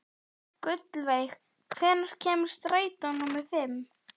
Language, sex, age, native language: Icelandic, female, 11, Icelandic